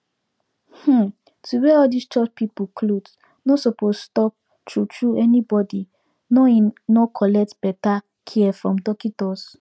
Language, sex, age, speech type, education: Nigerian Pidgin, female, 15-29, spontaneous, tertiary